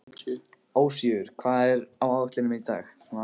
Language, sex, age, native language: Icelandic, male, 15, Icelandic